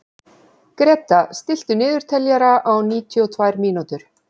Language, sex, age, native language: Icelandic, female, 40-49, Icelandic